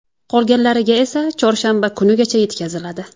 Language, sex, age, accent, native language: Uzbek, female, 19-29, Jizzax, Uzbek